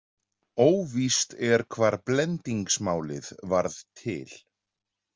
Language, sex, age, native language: Icelandic, male, 40-49, Icelandic